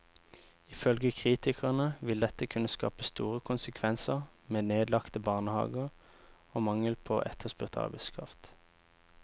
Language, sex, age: Norwegian, male, 24